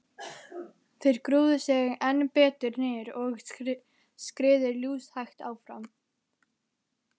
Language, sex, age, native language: Icelandic, female, 11, Icelandic